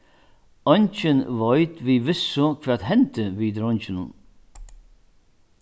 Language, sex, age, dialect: Faroese, male, 61+, Norðurstreymoy/Eysturoy